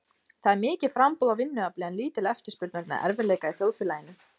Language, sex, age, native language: Icelandic, female, 20-29, Icelandic